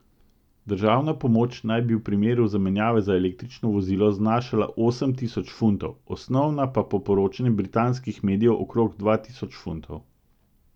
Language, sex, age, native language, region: Slovenian, male, 50-59, Slovenian, Central Slovenia